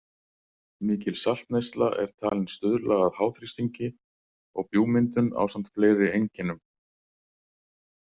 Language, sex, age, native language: Icelandic, male, 40-49, Icelandic